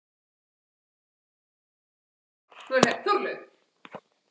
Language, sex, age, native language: Icelandic, male, 30-39, Icelandic